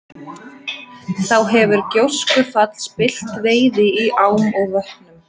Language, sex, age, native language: Icelandic, female, 20-29, Icelandic